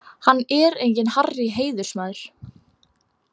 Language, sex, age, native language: Icelandic, female, 18-19, Icelandic